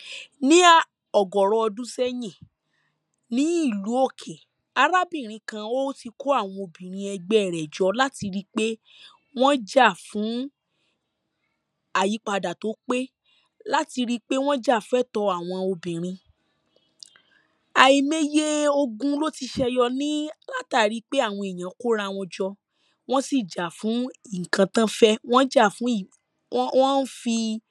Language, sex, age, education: Yoruba, male, 30-45, secondary